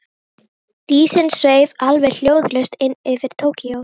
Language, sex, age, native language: Icelandic, female, 18-19, Icelandic